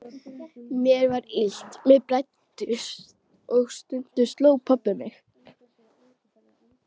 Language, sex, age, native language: Icelandic, female, 12, Icelandic